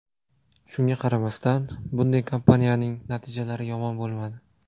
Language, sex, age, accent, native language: Uzbek, male, 25-34, Namangan, Uzbek